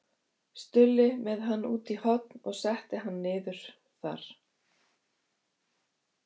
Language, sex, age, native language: Icelandic, female, 50-59, Icelandic